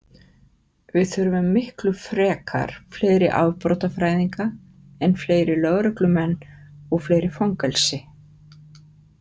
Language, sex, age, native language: Icelandic, female, 50-59, Icelandic